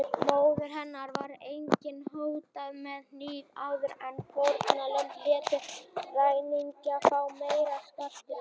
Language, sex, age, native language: Icelandic, female, 30-39, Icelandic